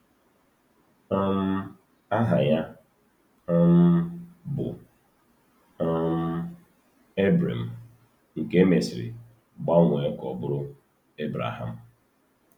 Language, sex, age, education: Igbo, male, 30-45, tertiary